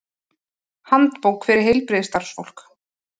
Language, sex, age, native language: Icelandic, female, 30-39, Icelandic